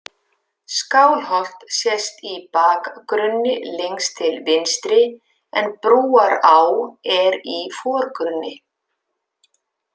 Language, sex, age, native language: Icelandic, female, 50-59, Icelandic